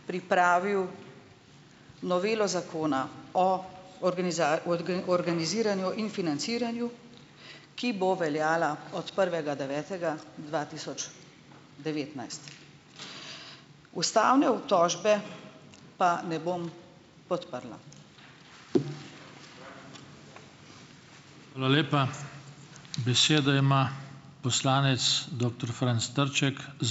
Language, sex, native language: Slovenian, female, Slovenian